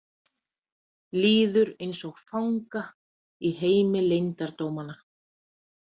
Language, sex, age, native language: Icelandic, female, 30-39, Icelandic